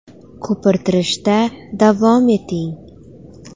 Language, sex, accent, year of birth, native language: Uzbek, female, Farg'ona, 2000, Uzbek